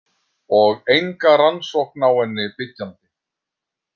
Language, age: Icelandic, 50-59